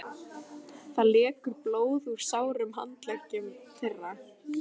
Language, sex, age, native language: Icelandic, female, 12, Icelandic